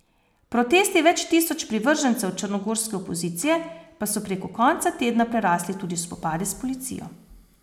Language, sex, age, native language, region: Slovenian, female, 30-49, Slovenian, Posavska region